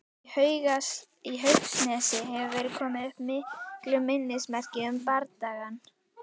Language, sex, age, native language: Icelandic, female, 18-19, Icelandic